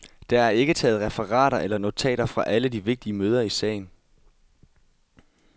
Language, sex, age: Danish, male, 22